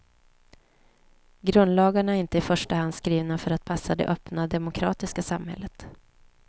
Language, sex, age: Swedish, female, 29